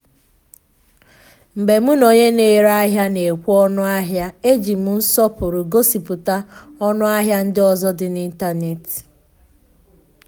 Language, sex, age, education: Igbo, female, 15-29, tertiary